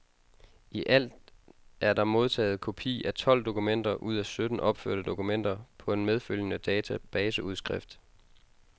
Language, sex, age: Danish, male, 22